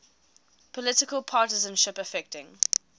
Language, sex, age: English, female, 20